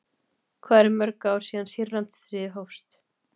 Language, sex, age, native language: Icelandic, female, 30-39, Icelandic